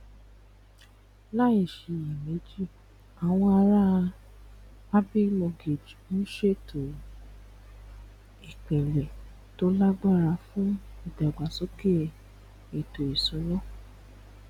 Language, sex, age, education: Yoruba, female, 15-29, tertiary